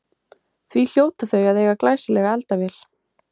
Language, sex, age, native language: Icelandic, female, 20-29, Icelandic